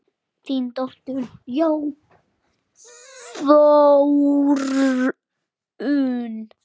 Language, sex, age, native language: Icelandic, male, 10, Icelandic